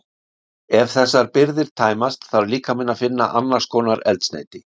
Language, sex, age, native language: Icelandic, male, 60-69, Icelandic